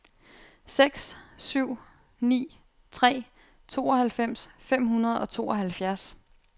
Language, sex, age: Danish, female, 28